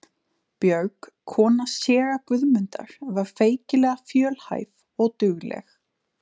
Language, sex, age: Icelandic, female, 20-29